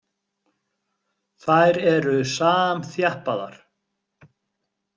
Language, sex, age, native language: Icelandic, male, 50-59, Icelandic